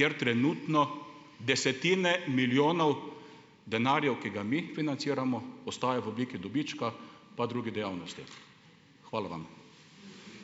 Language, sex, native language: Slovenian, male, Slovenian